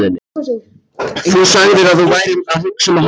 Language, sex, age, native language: Icelandic, male, 14, Icelandic